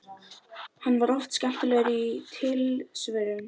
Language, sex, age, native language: Icelandic, female, 12, Icelandic